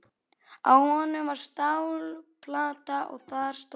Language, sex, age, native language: Icelandic, female, 11, Icelandic